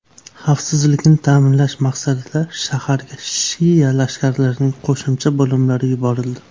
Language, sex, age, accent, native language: Uzbek, male, 19-29, Namangan, Uzbek